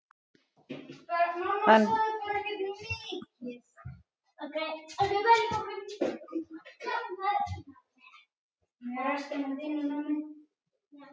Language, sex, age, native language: Icelandic, female, 60-69, Icelandic